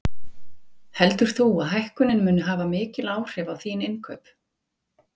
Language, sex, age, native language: Icelandic, female, 40-49, Icelandic